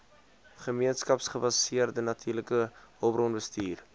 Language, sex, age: Afrikaans, male, 20